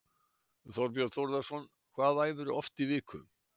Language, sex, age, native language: Icelandic, male, 60-69, Icelandic